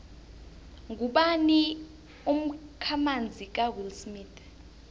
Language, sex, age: South Ndebele, female, 21